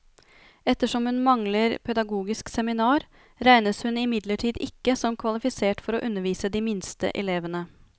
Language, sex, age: Norwegian, female, 33